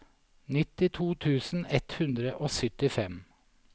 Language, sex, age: Norwegian, male, 47